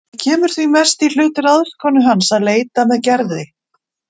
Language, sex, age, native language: Icelandic, female, 40-49, Icelandic